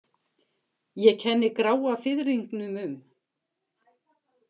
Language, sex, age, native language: Icelandic, female, 50-59, Icelandic